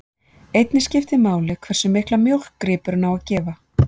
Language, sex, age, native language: Icelandic, female, 40-49, Icelandic